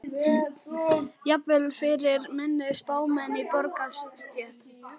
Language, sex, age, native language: Icelandic, male, 11, Icelandic